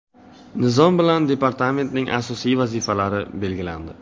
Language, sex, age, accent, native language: Uzbek, male, 18-24, Navoiy, Uzbek